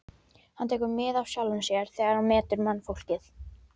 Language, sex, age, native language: Icelandic, female, 12, Icelandic